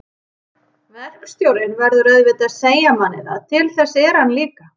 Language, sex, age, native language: Icelandic, female, 30-39, Icelandic